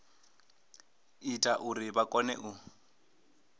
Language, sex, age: Venda, male, 25